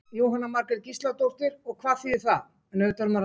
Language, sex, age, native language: Icelandic, female, 18-19, Icelandic